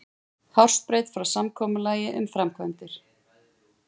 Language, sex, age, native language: Icelandic, female, 40-49, Icelandic